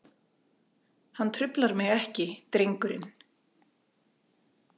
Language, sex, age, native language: Icelandic, female, 40-49, Icelandic